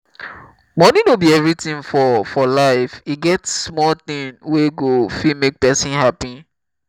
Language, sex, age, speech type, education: Nigerian Pidgin, male, 15-29, spontaneous, tertiary